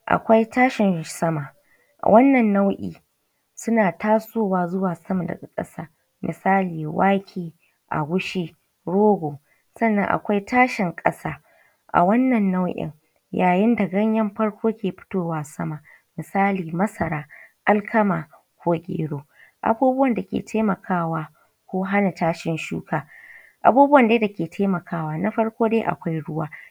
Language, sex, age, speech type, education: Hausa, female, 15-29, spontaneous, tertiary